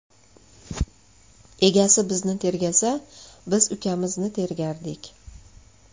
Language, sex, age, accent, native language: Uzbek, female, 35+, Andijon, Uzbek